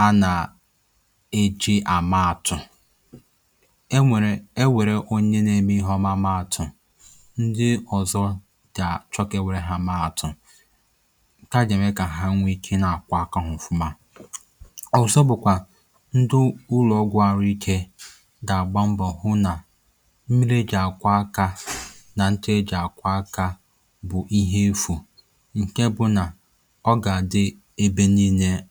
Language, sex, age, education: Igbo, male, 15-29, tertiary